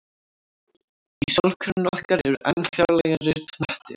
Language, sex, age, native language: Icelandic, female, 18-19, Icelandic